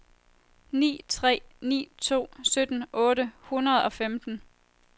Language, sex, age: Danish, female, 23